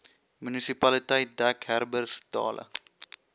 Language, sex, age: Afrikaans, male, 21